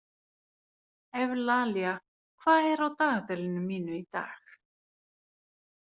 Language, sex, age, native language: Icelandic, female, 40-49, Finnish